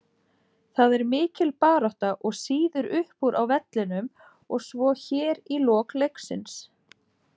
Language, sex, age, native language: Icelandic, female, 40-49, Icelandic